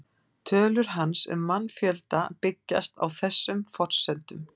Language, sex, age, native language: Icelandic, female, 50-59, Icelandic